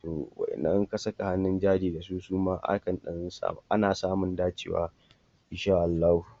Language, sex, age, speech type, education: Hausa, male, 46-60, spontaneous, tertiary